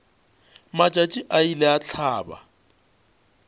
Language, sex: Northern Sotho, male